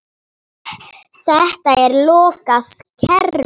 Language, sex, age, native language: Icelandic, female, 9, Polish